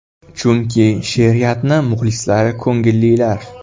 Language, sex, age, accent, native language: Uzbek, male, under 19, Toshkent shahri, Uzbek